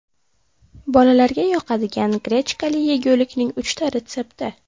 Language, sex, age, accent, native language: Uzbek, female, 12-17, Farg'ona, Uzbek